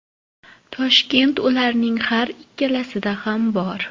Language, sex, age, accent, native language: Uzbek, female, 25-34, Toshkent shahri, Uzbek